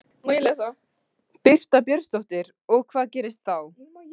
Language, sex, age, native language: Icelandic, female, 15, Icelandic